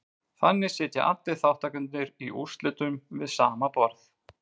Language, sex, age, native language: Icelandic, male, 40-49, Icelandic